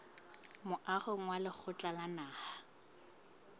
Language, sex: Southern Sotho, female